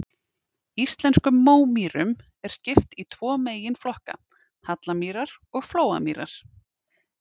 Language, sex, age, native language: Icelandic, female, 30-39, Icelandic